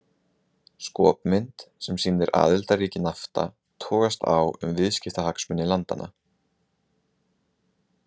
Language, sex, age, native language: Icelandic, male, 20-29, Icelandic